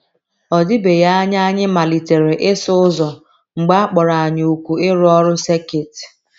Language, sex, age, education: Igbo, female, 30-45, tertiary